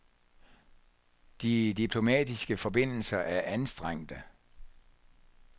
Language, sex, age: Danish, male, 64